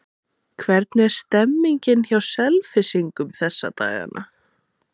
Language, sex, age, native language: Icelandic, female, 20-29, Icelandic